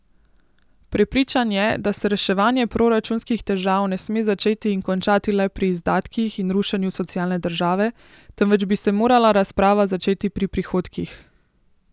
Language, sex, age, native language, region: Slovenian, female, 18-29, Slovenian, Central Slovenia